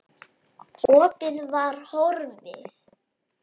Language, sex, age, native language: Icelandic, female, 7, Icelandic